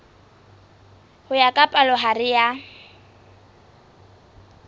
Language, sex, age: Southern Sotho, female, 20